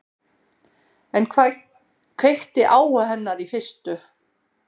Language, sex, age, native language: Icelandic, female, 60-69, Icelandic